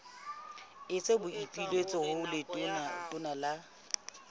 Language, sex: Southern Sotho, female